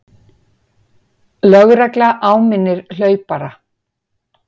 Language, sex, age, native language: Icelandic, female, 50-59, Icelandic